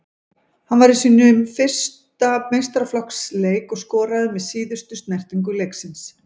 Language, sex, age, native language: Icelandic, female, 50-59, Icelandic